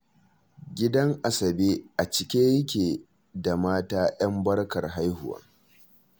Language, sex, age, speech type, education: Hausa, male, 15-29, read, tertiary